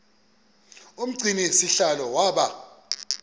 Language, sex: Xhosa, male